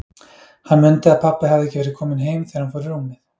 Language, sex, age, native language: Icelandic, male, 30-39, Icelandic